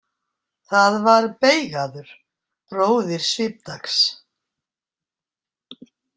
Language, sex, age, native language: Icelandic, female, 60-69, Icelandic